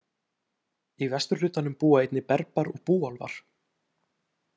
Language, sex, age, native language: Icelandic, male, 18-19, Icelandic